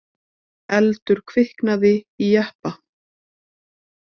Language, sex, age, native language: Icelandic, female, 20-29, Icelandic